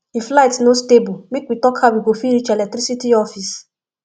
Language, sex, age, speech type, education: Nigerian Pidgin, female, 15-29, spontaneous, tertiary